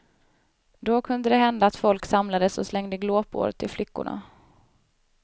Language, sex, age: Swedish, female, 19